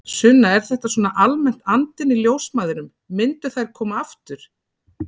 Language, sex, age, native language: Icelandic, female, 40-49, Icelandic